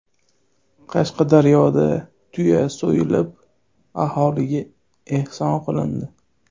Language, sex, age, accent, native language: Uzbek, male, 19-29, Toshkent shahri, Uzbek